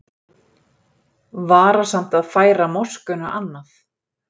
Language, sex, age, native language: Icelandic, female, 40-49, Icelandic